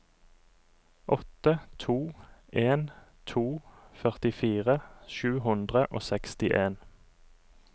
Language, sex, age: Norwegian, male, 39